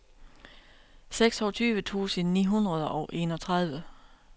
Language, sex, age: Danish, female, 32